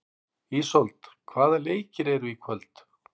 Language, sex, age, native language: Icelandic, male, 60-69, Icelandic